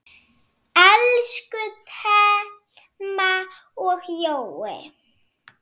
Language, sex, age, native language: Icelandic, female, 7, Icelandic